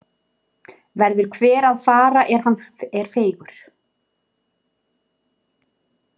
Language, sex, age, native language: Icelandic, female, 30-39, Icelandic